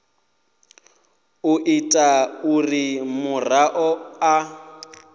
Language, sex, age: Venda, male, 28